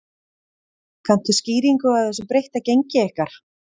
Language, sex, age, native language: Icelandic, female, 30-39, Icelandic